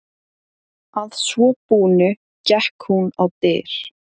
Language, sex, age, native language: Icelandic, female, 17, Icelandic